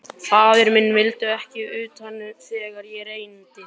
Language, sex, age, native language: Icelandic, male, 12, Icelandic